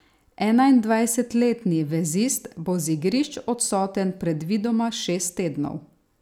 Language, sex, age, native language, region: Slovenian, female, 30-49, Slovenian, Savinja region